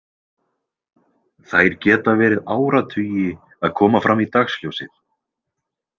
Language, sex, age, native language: Icelandic, male, 20-29, Icelandic